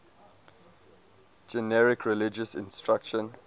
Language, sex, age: English, male, 22